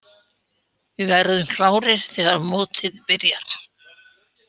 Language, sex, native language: Icelandic, female, Icelandic